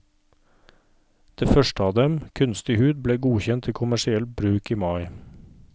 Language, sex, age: Norwegian, male, 39